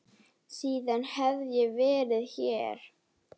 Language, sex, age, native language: Icelandic, female, 7, Icelandic